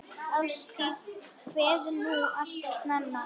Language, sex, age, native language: Icelandic, female, 10, Icelandic